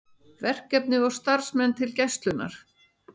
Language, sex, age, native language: Icelandic, female, 60-69, Icelandic